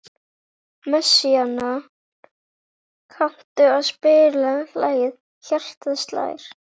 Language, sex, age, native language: Icelandic, female, 18-19, Icelandic